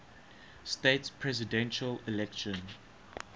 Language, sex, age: English, male, 19